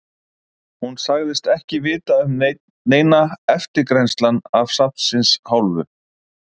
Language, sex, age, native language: Icelandic, male, 50-59, Icelandic